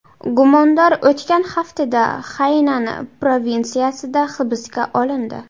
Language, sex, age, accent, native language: Uzbek, female, 18-24, Buxoro, Uzbek